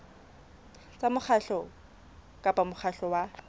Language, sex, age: Southern Sotho, female, 25